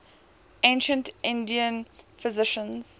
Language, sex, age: English, female, 18